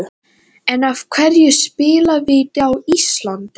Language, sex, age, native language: Icelandic, male, 12, Latvian